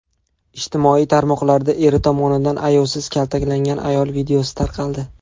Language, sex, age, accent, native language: Uzbek, male, 19-29, Farg'ona, Uzbek